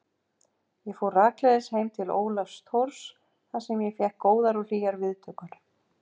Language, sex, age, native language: Icelandic, female, 50-59, Icelandic